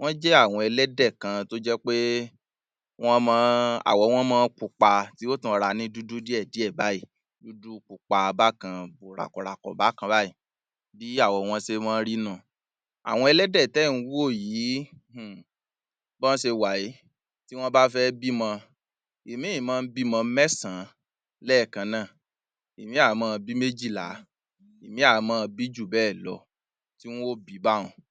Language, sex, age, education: Yoruba, male, 30-45, tertiary